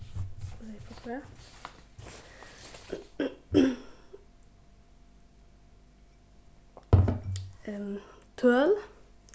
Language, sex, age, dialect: Faroese, female, 15-35, Suðurstreymoy